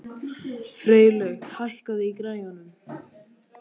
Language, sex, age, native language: Icelandic, male, 13, Icelandic